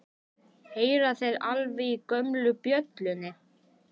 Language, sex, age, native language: Icelandic, male, 11, Icelandic